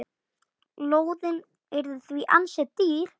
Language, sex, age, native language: Icelandic, male, 9, Icelandic